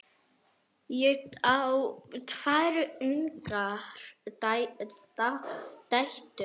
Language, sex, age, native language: Icelandic, female, 10, Arabic